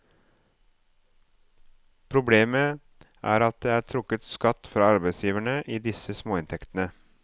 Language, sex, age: Norwegian, male, 37